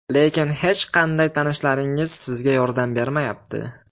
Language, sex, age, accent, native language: Uzbek, male, 18-24, Farg'ona, Uzbek